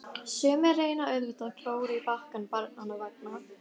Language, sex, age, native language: Icelandic, female, 12, Icelandic